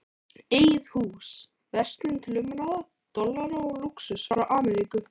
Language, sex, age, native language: Icelandic, male, 13, Icelandic